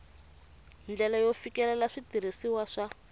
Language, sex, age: Tsonga, female, 24